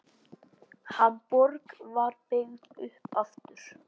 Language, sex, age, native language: Icelandic, male, 8, Icelandic